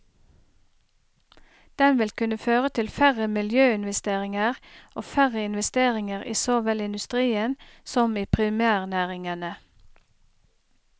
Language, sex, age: Norwegian, female, 30